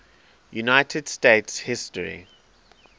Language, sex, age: English, male, 23